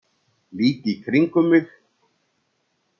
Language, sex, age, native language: Icelandic, male, 60-69, Icelandic